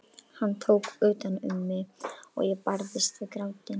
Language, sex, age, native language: Icelandic, female, 12, Icelandic